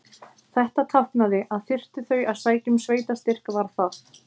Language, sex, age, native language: Icelandic, female, 30-39, Icelandic